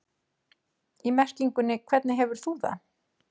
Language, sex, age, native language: Icelandic, female, 40-49, Icelandic